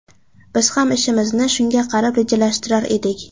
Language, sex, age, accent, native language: Uzbek, female, under 19, Qashqadaryo, Uzbek